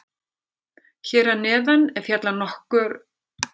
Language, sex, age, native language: Icelandic, female, 50-59, Icelandic